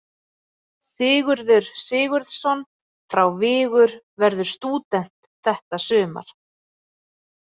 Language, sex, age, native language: Icelandic, female, 30-39, Icelandic